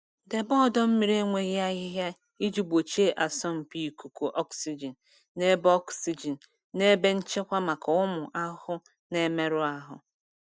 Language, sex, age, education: Igbo, female, 30-45, tertiary